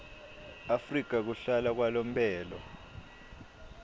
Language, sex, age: Swati, male, 22